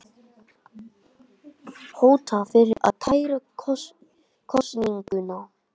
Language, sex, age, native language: Icelandic, male, 20-29, Icelandic